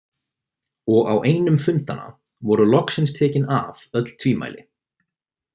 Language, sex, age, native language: Icelandic, male, 20-29, Icelandic